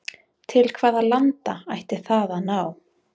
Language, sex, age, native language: Icelandic, female, 20-29, Icelandic